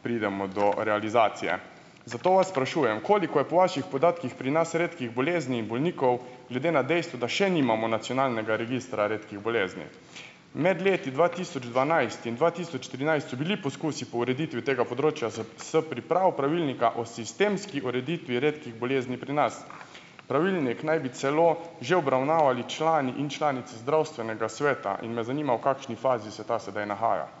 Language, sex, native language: Slovenian, male, Slovenian